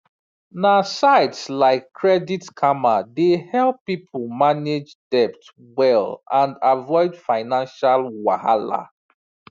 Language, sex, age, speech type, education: Nigerian Pidgin, male, 30-45, spontaneous, tertiary